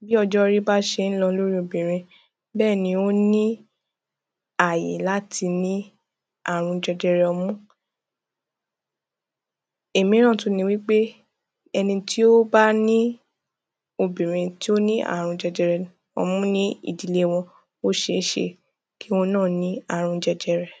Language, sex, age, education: Yoruba, female, 15-29, tertiary